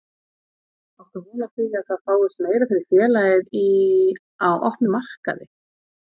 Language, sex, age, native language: Icelandic, female, 40-49, Icelandic